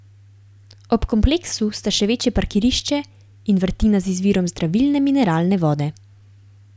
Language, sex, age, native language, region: Slovenian, female, 18-29, Slovenian, Gorenjska region